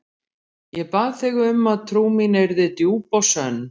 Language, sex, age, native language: Icelandic, female, 50-59, Icelandic